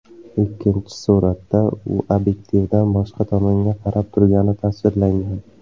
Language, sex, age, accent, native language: Uzbek, male, 19-29, Qashqadaryo, Uzbek